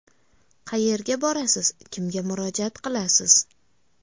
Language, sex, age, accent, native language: Uzbek, female, 19-29, Qashqadaryo, Uzbek